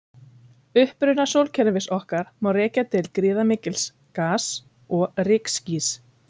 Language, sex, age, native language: Icelandic, female, 30-39, Icelandic